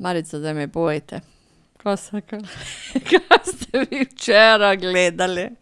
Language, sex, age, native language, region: Slovenian, female, 50-59, Slovenian, Carinthia region